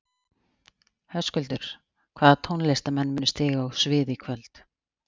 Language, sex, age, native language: Icelandic, female, 40-49, Icelandic